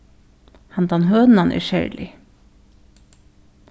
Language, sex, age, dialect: Faroese, female, 15-35, Suðurstreymoy